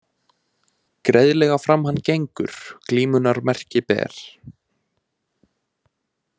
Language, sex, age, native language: Icelandic, male, 20-29, Icelandic